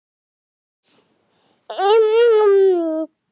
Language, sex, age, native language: Icelandic, female, 9, Icelandic